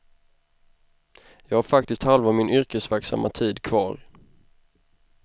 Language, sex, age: Swedish, male, 25